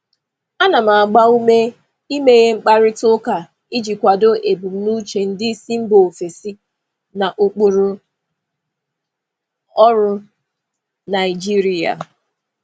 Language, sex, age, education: Igbo, female, 30-45, tertiary